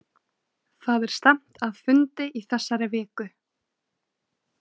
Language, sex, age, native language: Icelandic, female, 20-29, Icelandic